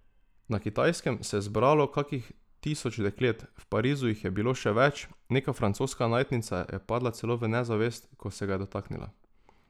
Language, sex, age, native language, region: Slovenian, male, 18-29, Slovenian, Drava region